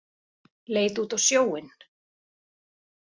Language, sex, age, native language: Icelandic, female, 40-49, Icelandic